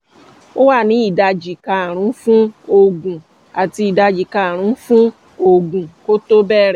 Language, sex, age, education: Yoruba, female, 30-45, tertiary